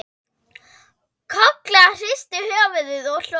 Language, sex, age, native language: Icelandic, female, 10, Icelandic